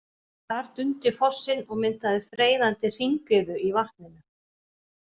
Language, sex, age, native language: Icelandic, female, 40-49, Icelandic